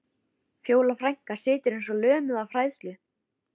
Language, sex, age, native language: Icelandic, female, 13, Icelandic